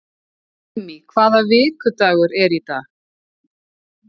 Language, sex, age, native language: Icelandic, female, 40-49, Icelandic